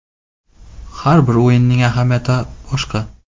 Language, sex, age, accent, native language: Uzbek, male, 18-24, Namangan, Uzbek